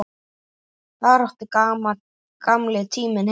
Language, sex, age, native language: Icelandic, male, 8, Icelandic